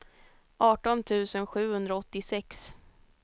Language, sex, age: Swedish, female, 22